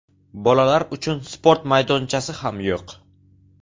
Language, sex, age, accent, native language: Uzbek, male, 18-24, Navoiy, Uzbek